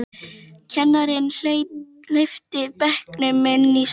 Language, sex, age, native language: Icelandic, female, 12, Icelandic